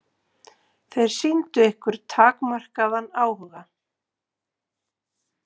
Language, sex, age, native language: Icelandic, female, 40-49, Icelandic